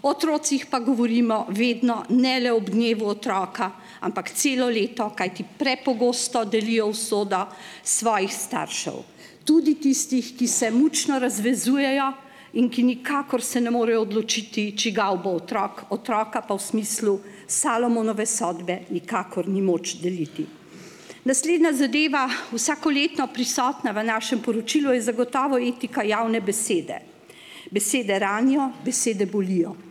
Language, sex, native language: Slovenian, female, Slovenian